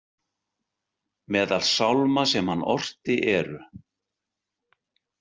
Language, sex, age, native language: Icelandic, male, 60-69, Icelandic